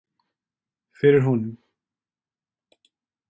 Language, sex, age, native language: Icelandic, male, 20-29, Icelandic